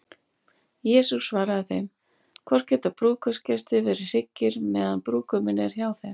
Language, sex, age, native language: Icelandic, female, 40-49, Icelandic